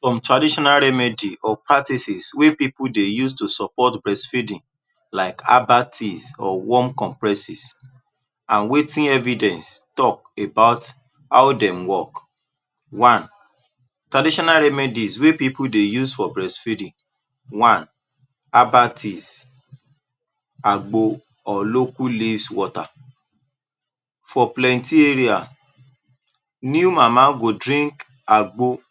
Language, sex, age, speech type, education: Nigerian Pidgin, male, 30-45, spontaneous, tertiary